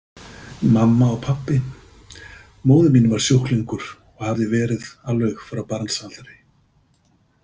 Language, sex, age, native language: Icelandic, male, 50-59, Icelandic